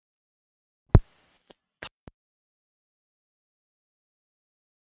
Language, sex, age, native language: Icelandic, female, 40-49, Icelandic